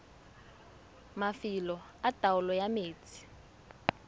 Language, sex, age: Tswana, female, 22